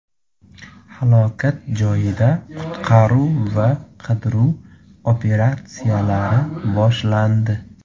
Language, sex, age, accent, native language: Uzbek, male, 25-34, Surxondaryo, Uzbek